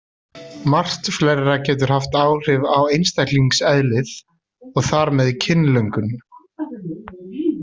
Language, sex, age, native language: Icelandic, male, 30-39, Icelandic